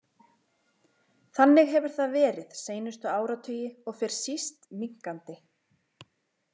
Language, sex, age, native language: Icelandic, female, 20-29, Icelandic